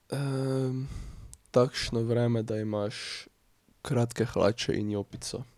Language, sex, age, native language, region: Slovenian, male, 18-29, Slovenian, Drava region